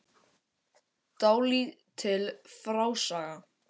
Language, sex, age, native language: Icelandic, male, 18-19, Icelandic